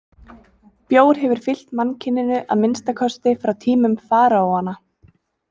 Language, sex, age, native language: Icelandic, female, 20-29, Icelandic